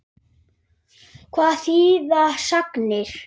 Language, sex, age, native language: Icelandic, male, 8, Icelandic